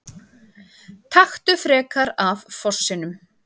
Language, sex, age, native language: Icelandic, female, 30-39, Icelandic